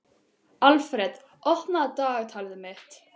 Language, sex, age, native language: Icelandic, other, 12, Icelandic